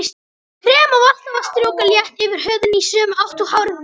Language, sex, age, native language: Icelandic, male, 18-19, Icelandic